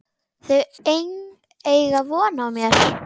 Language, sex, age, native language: Icelandic, female, 10, Icelandic